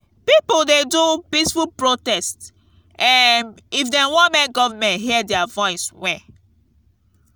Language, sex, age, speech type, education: Nigerian Pidgin, female, 15-29, spontaneous, tertiary